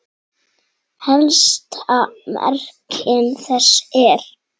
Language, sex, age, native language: Icelandic, male, 7, Icelandic